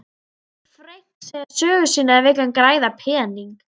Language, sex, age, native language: Icelandic, female, 12, Icelandic